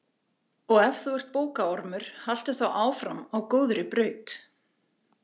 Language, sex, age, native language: Icelandic, female, 40-49, Icelandic